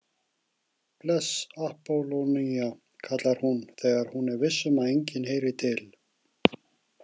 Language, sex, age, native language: Icelandic, male, 40-49, Icelandic